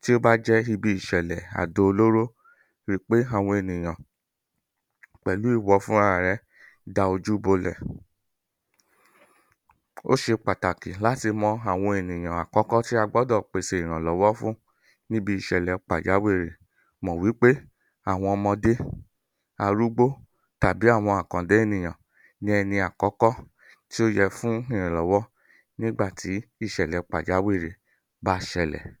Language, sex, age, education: Yoruba, male, 30-45, tertiary